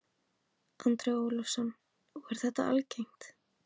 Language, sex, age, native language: Icelandic, female, 18-19, Icelandic